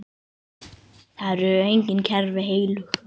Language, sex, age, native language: Icelandic, female, 9, Icelandic